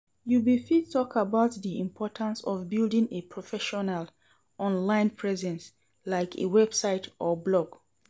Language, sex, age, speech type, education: Nigerian Pidgin, female, 30-45, read, secondary